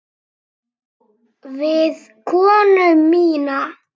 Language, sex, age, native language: Icelandic, male, 7, Icelandic